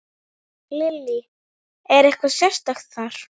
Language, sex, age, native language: Icelandic, female, 9, Icelandic